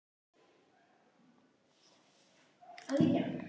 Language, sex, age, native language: Icelandic, female, 11, Icelandic